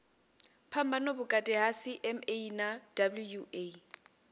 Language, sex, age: Venda, female, 28